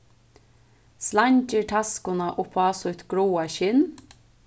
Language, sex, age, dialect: Faroese, female, 15-35, Suðurstreymoy